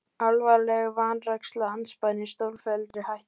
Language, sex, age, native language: Icelandic, female, 18-19, Icelandic